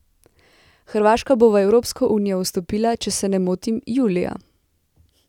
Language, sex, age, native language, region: Slovenian, female, 18-29, Slovenian, Central Slovenia